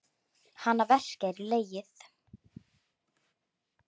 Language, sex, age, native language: Icelandic, female, 10, Icelandic